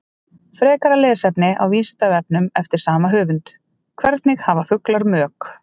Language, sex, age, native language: Icelandic, female, 30-39, Icelandic